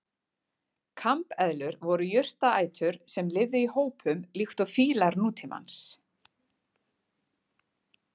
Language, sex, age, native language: Icelandic, female, 40-49, Icelandic